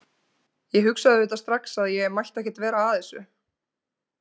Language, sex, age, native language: Icelandic, female, 20-29, Icelandic